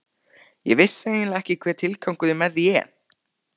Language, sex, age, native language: Icelandic, male, 13, Icelandic